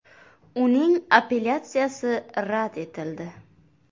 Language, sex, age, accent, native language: Uzbek, female, 18-24, Buxoro, Uzbek